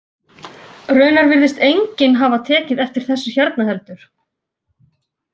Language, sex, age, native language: Icelandic, female, 40-49, Icelandic